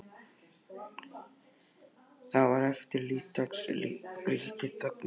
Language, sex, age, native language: Icelandic, male, 11, Icelandic